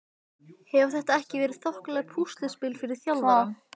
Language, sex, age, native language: Icelandic, female, 15, Icelandic